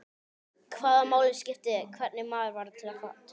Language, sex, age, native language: Icelandic, male, 11, Icelandic